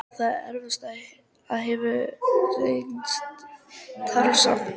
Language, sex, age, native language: Icelandic, female, 13, Icelandic